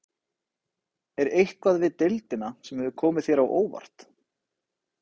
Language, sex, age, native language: Icelandic, male, 30-39, Icelandic